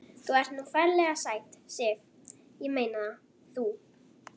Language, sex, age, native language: Icelandic, female, 11, Icelandic